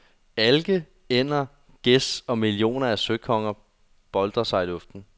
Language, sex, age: Danish, male, 21